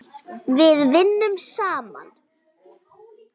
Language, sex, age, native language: Icelandic, female, 10, Icelandic